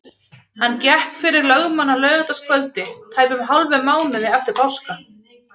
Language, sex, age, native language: Icelandic, female, 30-39, Icelandic